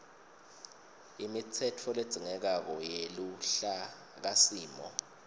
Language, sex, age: Swati, male, 22